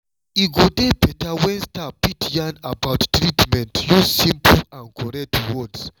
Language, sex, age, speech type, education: Nigerian Pidgin, male, 30-45, spontaneous, tertiary